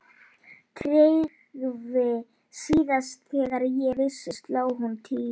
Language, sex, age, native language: Icelandic, male, 12, Polish